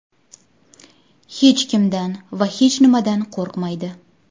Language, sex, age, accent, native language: Uzbek, female, 18-24, Andijon, Uzbek